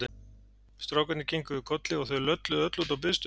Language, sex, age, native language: Icelandic, male, 40-49, Icelandic